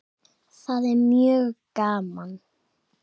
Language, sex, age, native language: Icelandic, male, 7, Icelandic